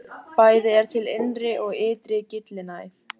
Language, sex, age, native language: Icelandic, female, 18-19, Icelandic